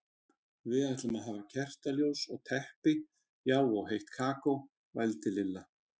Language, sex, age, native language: Icelandic, male, 30-39, Icelandic